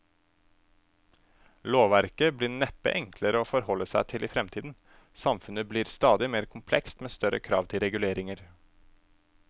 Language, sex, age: Norwegian, male, 27